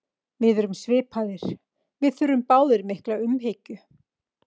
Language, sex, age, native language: Icelandic, female, 40-49, Icelandic